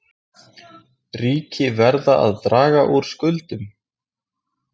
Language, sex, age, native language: Icelandic, male, 20-29, Icelandic